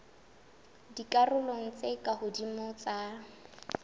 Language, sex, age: Southern Sotho, female, 22